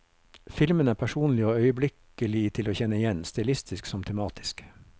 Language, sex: Norwegian, male